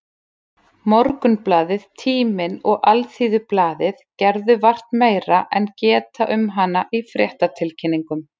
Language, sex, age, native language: Icelandic, female, 40-49, Icelandic